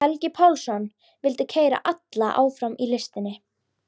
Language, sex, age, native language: Icelandic, female, 12, Icelandic